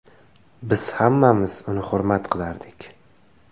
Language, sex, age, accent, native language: Uzbek, male, 18-24, Samarqand, Uzbek